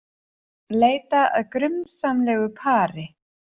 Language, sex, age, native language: Icelandic, female, 40-49, Icelandic